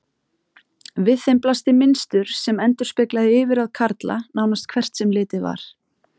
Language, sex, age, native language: Icelandic, female, 30-39, Icelandic